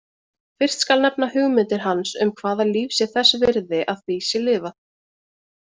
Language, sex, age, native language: Icelandic, female, 20-29, Icelandic